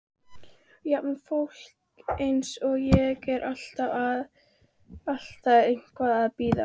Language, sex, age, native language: Icelandic, female, 13, Icelandic